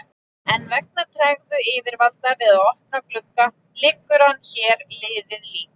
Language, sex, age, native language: Icelandic, female, 20-29, Icelandic